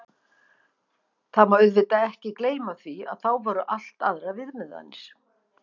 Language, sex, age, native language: Icelandic, female, 50-59, Icelandic